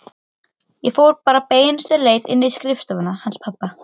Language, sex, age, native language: Icelandic, other, 13, Icelandic